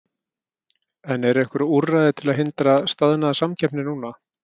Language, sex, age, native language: Icelandic, male, 50-59, Icelandic